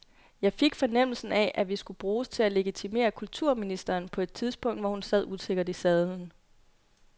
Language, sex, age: Danish, female, 22